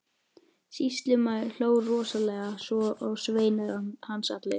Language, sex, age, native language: Icelandic, female, 12, Icelandic